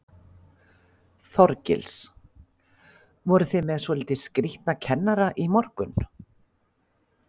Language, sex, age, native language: Icelandic, female, 50-59, Icelandic